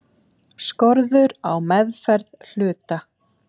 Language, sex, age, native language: Icelandic, female, 7, Icelandic